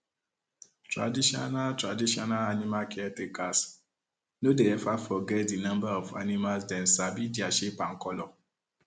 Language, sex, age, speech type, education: Nigerian Pidgin, male, 30-45, spontaneous, tertiary